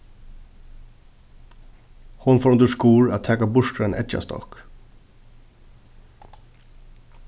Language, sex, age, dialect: Faroese, male, 15-35, Suðurstreymoy